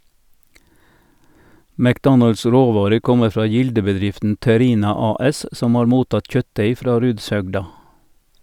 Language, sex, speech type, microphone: Norwegian, male, read, Sennheiser